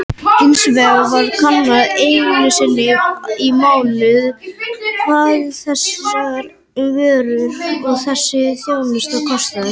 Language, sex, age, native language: Icelandic, male, 18-19, Icelandic